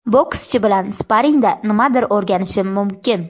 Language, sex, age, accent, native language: Uzbek, female, 18-24, Surxondaryo, Uzbek